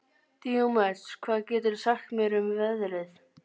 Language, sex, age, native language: Icelandic, female, 12, Icelandic